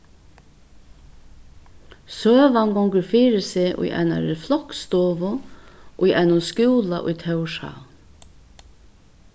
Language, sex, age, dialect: Faroese, female, 61+, Vágar